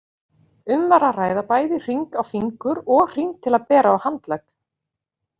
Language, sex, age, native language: Icelandic, female, 40-49, Icelandic